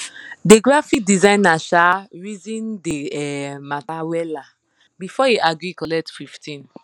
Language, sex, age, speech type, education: Nigerian Pidgin, female, 30-45, spontaneous, secondary